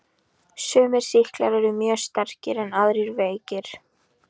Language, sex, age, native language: Icelandic, female, 13, Icelandic